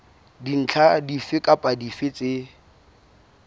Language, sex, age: Southern Sotho, male, 22